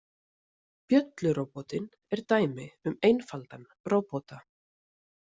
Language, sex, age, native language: Icelandic, female, 30-39, Icelandic